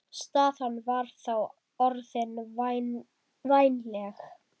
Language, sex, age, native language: Icelandic, female, 10, Icelandic